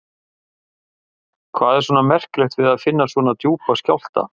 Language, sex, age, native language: Icelandic, male, 50-59, Icelandic